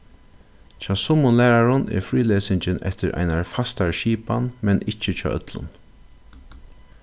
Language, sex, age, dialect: Faroese, male, 36-60, Suðurstreymoy